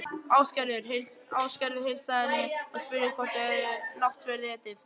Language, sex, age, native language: Icelandic, male, 11, Icelandic